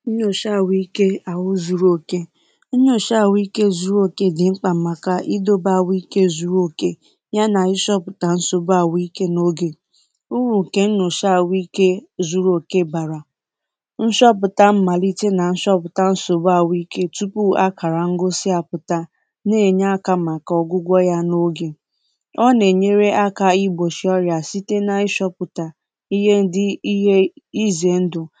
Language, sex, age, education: Igbo, female, 15-29, tertiary